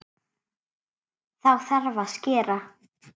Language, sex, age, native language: Icelandic, female, 7, Icelandic